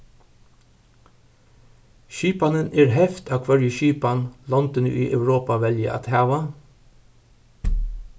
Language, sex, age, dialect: Faroese, male, 61+, Suðurstreymoy